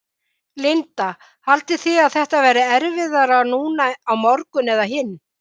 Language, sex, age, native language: Icelandic, female, 50-59, Icelandic